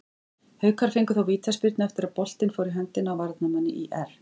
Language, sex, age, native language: Icelandic, female, 40-49, Icelandic